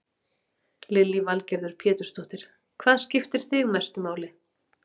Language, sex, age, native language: Icelandic, female, 30-39, Icelandic